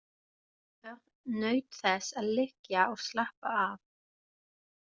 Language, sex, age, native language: Icelandic, female, 20-29, German